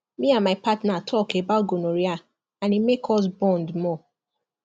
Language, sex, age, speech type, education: Nigerian Pidgin, female, 15-29, spontaneous, tertiary